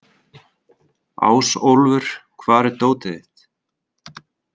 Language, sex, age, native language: Icelandic, male, 30-39, Icelandic